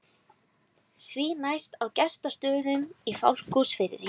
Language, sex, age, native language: Icelandic, female, 20-29, Icelandic